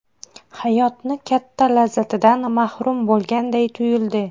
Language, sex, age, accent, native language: Uzbek, female, 30-39, Xorazm, Uzbek